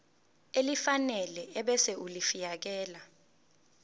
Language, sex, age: Zulu, female, 19